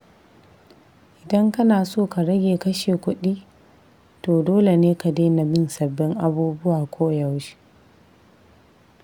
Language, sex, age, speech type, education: Hausa, female, 15-29, read, tertiary